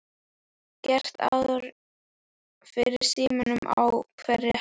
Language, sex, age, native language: Icelandic, female, 12, Icelandic